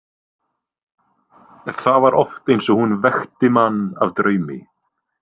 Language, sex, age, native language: Icelandic, male, 20-29, Icelandic